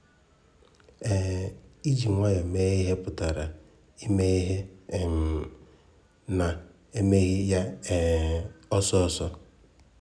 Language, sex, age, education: Igbo, male, 15-29, tertiary